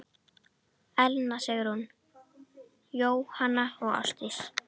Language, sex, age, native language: Icelandic, female, 10, Icelandic